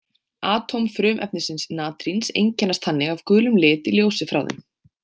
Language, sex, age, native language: Icelandic, female, 20-29, Icelandic